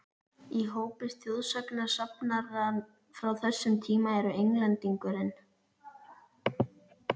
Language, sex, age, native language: Icelandic, female, 11, Icelandic